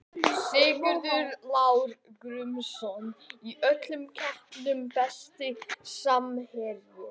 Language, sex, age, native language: Icelandic, male, 11, Icelandic